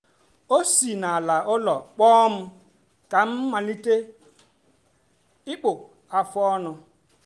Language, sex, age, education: Igbo, female, 30-45, tertiary